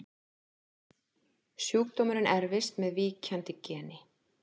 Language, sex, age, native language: Icelandic, female, 50-59, Icelandic